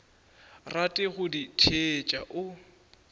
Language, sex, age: Northern Sotho, male, 24